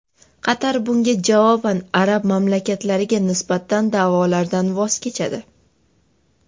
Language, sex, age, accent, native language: Uzbek, female, 12-17, Toshkent shahri, Uzbek